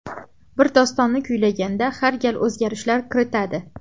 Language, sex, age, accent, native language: Uzbek, female, 12-17, Farg'ona, Uzbek